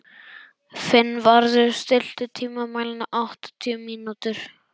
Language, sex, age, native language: Icelandic, male, 11, Icelandic